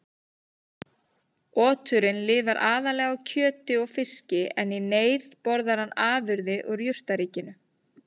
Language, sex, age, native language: Icelandic, female, 30-39, Icelandic